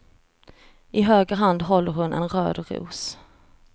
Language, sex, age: Swedish, female, 34